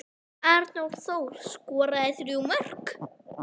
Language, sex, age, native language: Icelandic, female, 9, Icelandic